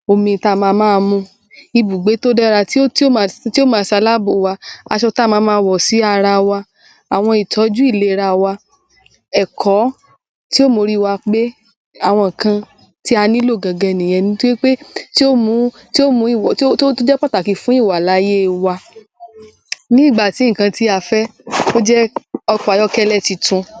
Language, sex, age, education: Yoruba, male, 15-29, tertiary